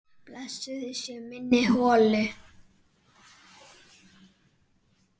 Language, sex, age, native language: Icelandic, male, 8, Icelandic